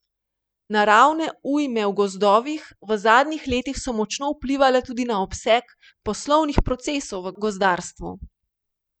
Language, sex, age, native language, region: Slovenian, female, 30-49, Slovenian, Primorsko-notranjska region